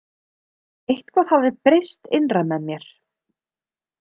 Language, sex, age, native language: Icelandic, female, 30-39, Icelandic